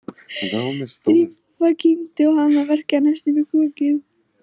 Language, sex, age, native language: Icelandic, female, 15, Icelandic